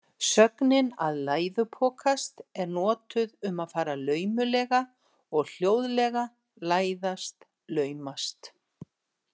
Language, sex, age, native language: Icelandic, female, 60-69, Icelandic